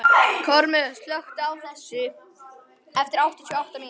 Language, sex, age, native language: Icelandic, male, 11, Icelandic